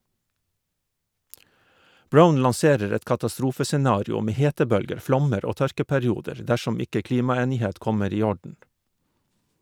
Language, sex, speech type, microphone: Norwegian, male, read, Shure